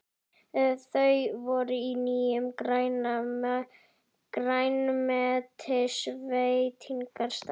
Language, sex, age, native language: Icelandic, female, 11, Icelandic